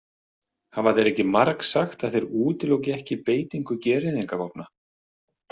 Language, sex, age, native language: Icelandic, male, 40-49, Icelandic